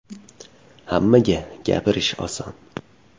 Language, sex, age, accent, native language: Uzbek, male, 18-24, Farg'ona, Uzbek